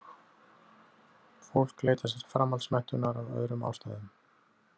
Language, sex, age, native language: Icelandic, male, 30-39, Icelandic